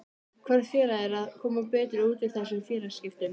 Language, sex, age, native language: Icelandic, female, 13, Icelandic